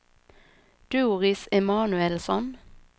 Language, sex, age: Swedish, female, 26